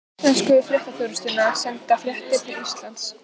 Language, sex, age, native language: Icelandic, female, 15, Icelandic